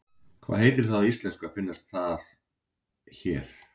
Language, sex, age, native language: Icelandic, male, 40-49, Icelandic